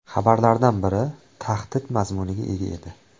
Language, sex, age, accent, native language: Uzbek, male, 25-34, Toshkent viloyati, Uzbek